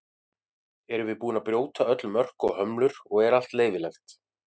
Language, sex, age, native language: Icelandic, male, 40-49, Icelandic